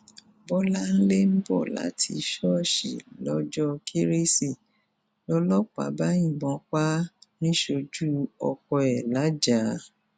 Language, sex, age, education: Yoruba, female, 46-60, tertiary